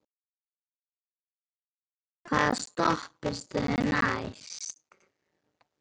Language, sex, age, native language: Icelandic, male, 12, Icelandic